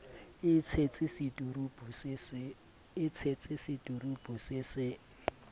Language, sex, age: Southern Sotho, male, 30